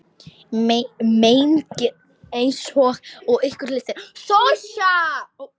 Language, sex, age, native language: Icelandic, female, 10, Polish